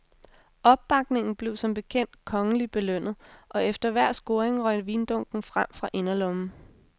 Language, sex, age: Danish, female, 26